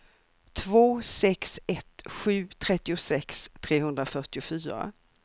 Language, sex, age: Swedish, female, 64